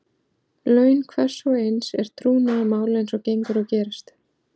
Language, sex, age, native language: Icelandic, female, 40-49, Icelandic